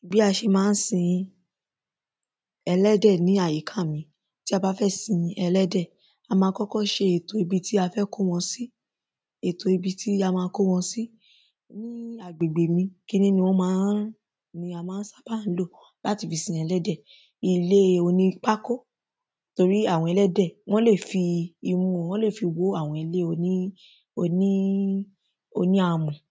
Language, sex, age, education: Yoruba, female, 15-29, secondary